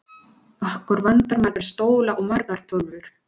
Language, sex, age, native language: Icelandic, female, 40-49, Spanish